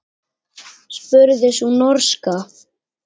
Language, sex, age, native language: Icelandic, male, 9, Icelandic